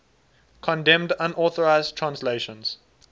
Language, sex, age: English, male, 19